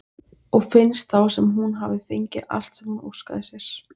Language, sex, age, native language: Icelandic, female, 20-29, Icelandic